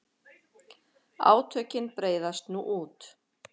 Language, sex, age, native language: Icelandic, female, 50-59, Icelandic